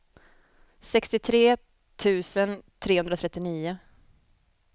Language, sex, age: Swedish, female, 23